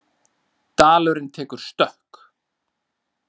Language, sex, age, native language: Icelandic, male, 30-39, Icelandic